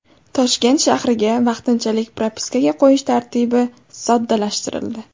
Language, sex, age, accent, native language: Uzbek, female, 18-24, Farg'ona, Uzbek